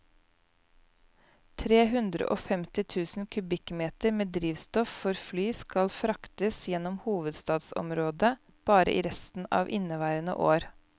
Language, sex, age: Norwegian, female, 29